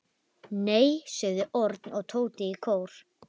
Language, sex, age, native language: Icelandic, female, 11, Icelandic